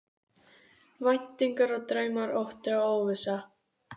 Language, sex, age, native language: Icelandic, female, 12, Icelandic